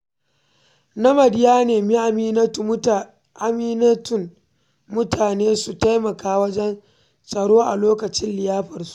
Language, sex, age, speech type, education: Hausa, female, 15-29, read, primary